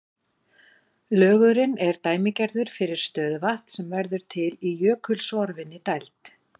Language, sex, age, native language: Icelandic, female, 40-49, Icelandic